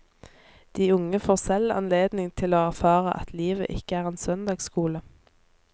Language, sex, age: Norwegian, female, 24